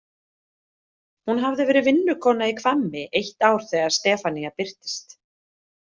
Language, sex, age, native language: Icelandic, female, 30-39, Icelandic